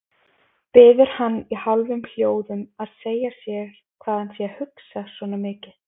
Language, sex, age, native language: Icelandic, female, 20-29, Icelandic